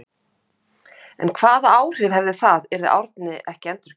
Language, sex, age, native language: Icelandic, female, 50-59, Icelandic